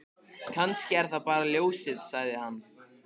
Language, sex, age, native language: Icelandic, male, 15, Icelandic